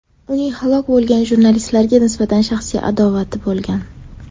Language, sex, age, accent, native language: Uzbek, female, 18-24, Sirdaryo, Uzbek